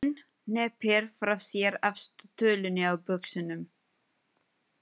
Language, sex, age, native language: Icelandic, female, 20-29, Filipino